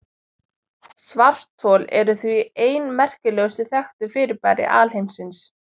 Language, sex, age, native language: Icelandic, female, 20-29, Icelandic